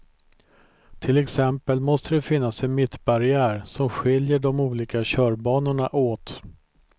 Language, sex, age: Swedish, male, 43